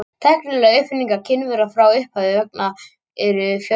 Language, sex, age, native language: Icelandic, male, 18-19, Icelandic